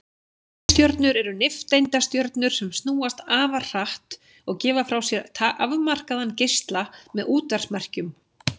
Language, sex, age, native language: Icelandic, female, 16, Icelandic